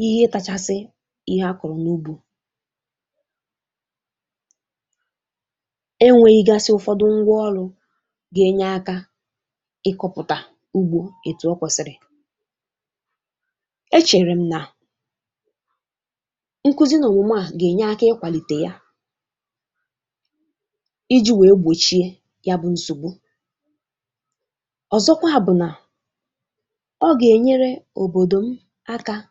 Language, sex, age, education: Igbo, female, 15-29, tertiary